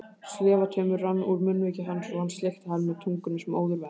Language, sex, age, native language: Icelandic, male, 18-19, Icelandic